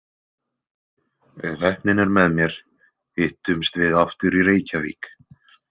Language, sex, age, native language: Icelandic, male, 20-29, Icelandic